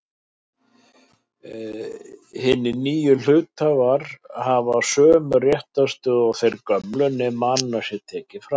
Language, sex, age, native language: Icelandic, male, 60-69, Icelandic